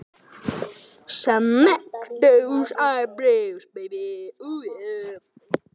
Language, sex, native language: Icelandic, other, Icelandic